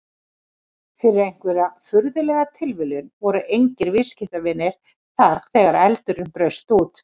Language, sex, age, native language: Icelandic, female, 40-49, Icelandic